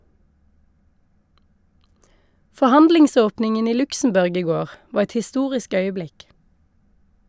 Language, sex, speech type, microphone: Norwegian, female, read, Shure